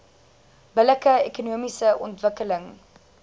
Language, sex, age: Afrikaans, female, 19